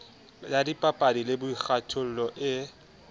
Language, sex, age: Southern Sotho, male, 20